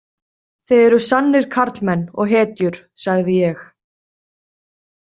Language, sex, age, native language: Icelandic, female, 30-39, Icelandic